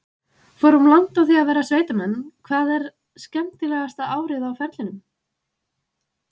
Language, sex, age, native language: Icelandic, female, 20-29, Icelandic